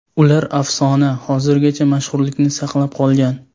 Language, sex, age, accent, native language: Uzbek, male, 18-24, Sirdaryo, Uzbek